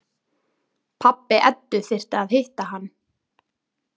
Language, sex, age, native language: Icelandic, female, 20-29, Icelandic